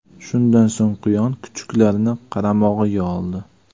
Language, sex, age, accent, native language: Uzbek, male, 25-34, Farg'ona, Uzbek